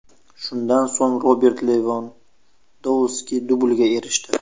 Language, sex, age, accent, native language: Uzbek, male, 25-34, Sirdaryo, Uzbek